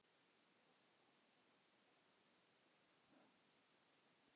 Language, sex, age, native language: Icelandic, male, 9, Icelandic